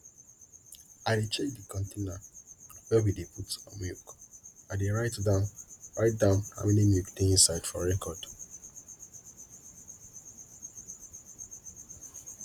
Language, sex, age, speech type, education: Nigerian Pidgin, male, 15-29, spontaneous, tertiary